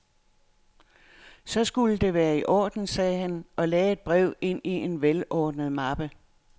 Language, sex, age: Danish, female, 69